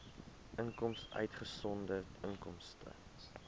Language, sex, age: Afrikaans, male, 22